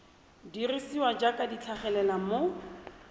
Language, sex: Tswana, female